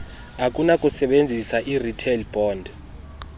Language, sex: Xhosa, male